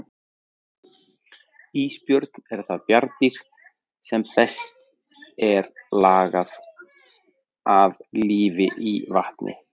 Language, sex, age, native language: Icelandic, male, 40-49, Icelandic